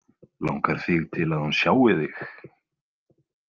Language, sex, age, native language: Icelandic, male, 20-29, Icelandic